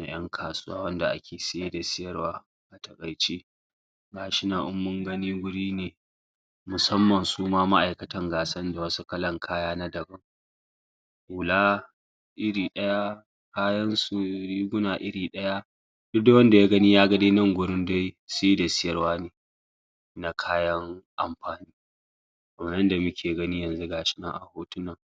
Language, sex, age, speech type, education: Hausa, female, 60+, spontaneous, secondary